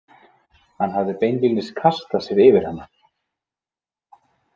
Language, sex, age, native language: Icelandic, male, 20-29, Icelandic